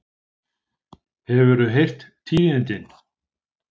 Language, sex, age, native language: Icelandic, male, 50-59, Icelandic